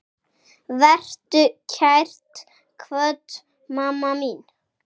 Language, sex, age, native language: Icelandic, male, 6, Icelandic